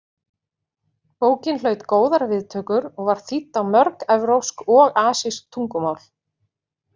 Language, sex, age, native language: Icelandic, female, 40-49, Icelandic